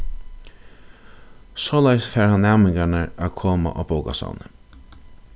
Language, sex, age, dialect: Faroese, male, 36-60, Suðurstreymoy